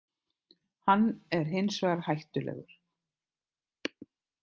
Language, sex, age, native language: Icelandic, other, 50-59, Icelandic